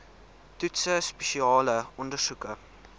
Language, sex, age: Afrikaans, male, 19